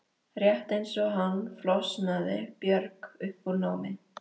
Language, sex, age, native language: Icelandic, female, 13, Icelandic